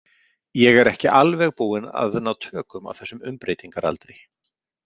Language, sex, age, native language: Icelandic, male, 50-59, Icelandic